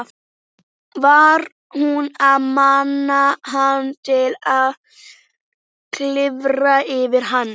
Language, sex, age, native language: Icelandic, female, 11, Icelandic